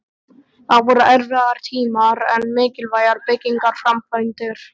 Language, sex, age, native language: Icelandic, male, 12, Icelandic